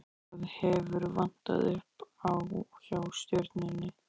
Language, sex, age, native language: Icelandic, male, 13, Icelandic